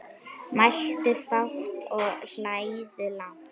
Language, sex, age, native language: Icelandic, female, 9, Icelandic